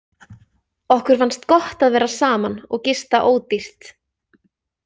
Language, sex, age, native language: Icelandic, female, 20-29, Icelandic